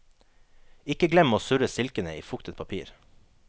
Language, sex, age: Norwegian, male, 21